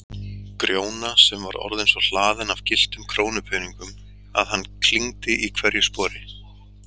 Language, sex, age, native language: Icelandic, male, 30-39, Icelandic